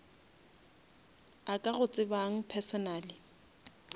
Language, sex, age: Northern Sotho, female, 27